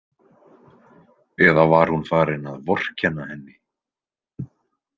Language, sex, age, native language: Icelandic, male, 20-29, Icelandic